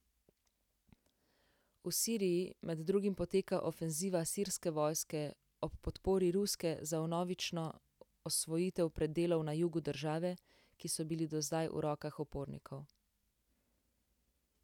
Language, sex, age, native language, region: Slovenian, female, 18-29, Slovenian, Central Slovenia